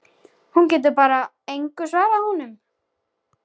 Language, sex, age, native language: Icelandic, female, 13, Icelandic